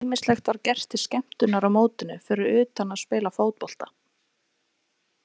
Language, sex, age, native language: Icelandic, female, 20-29, Icelandic